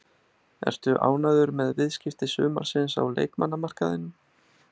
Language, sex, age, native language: Icelandic, male, 30-39, Icelandic